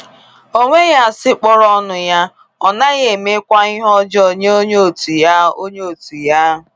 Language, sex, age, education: Igbo, female, 15-29, tertiary